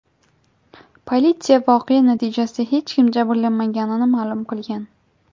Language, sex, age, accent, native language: Uzbek, female, 18-24, Jizzax, Uzbek